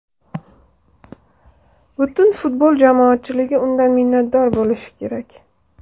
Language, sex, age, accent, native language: Uzbek, female, 19-29, Andijon, Uzbek